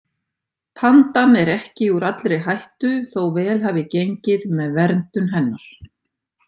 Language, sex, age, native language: Icelandic, female, 50-59, Icelandic